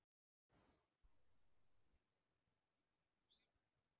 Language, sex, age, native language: Icelandic, female, 30-39, Icelandic